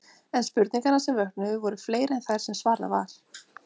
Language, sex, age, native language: Icelandic, female, 30-39, Icelandic